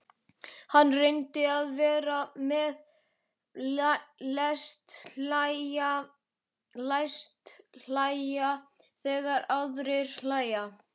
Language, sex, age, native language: Icelandic, male, 11, Icelandic